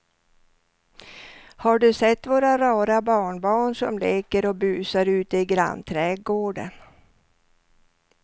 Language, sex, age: Swedish, female, 67